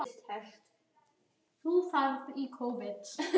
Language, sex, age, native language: Icelandic, other, 12, Icelandic